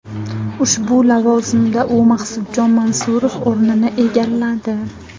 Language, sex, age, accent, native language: Uzbek, female, 18-24, Farg'ona, Uzbek